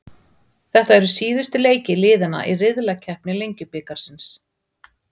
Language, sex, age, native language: Icelandic, female, 40-49, Icelandic